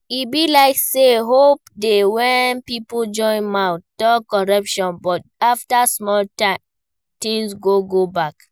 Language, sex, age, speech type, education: Nigerian Pidgin, female, 15-29, read, primary